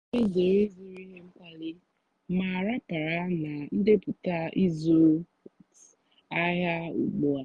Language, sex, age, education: Igbo, female, 15-29, tertiary